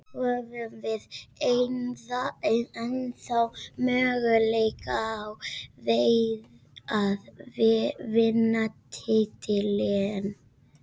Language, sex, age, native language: Icelandic, other, 50-59, Spanish